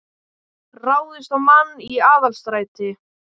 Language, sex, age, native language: Icelandic, male, 18-19, Icelandic